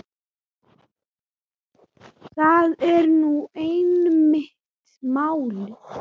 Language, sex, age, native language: Icelandic, female, 7, Icelandic